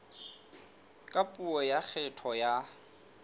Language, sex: Southern Sotho, male